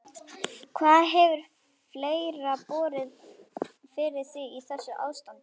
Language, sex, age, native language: Icelandic, female, 11, Icelandic